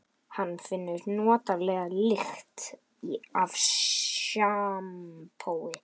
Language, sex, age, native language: Icelandic, male, 11, Icelandic